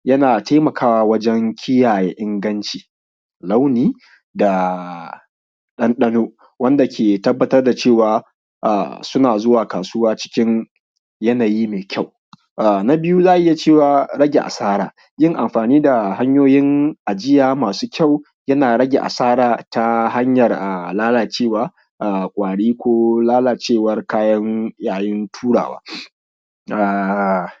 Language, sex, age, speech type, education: Hausa, male, 15-29, spontaneous, primary